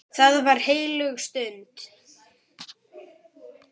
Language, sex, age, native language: Icelandic, male, 9, Icelandic